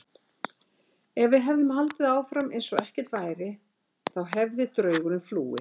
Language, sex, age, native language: Icelandic, female, 60-69, Icelandic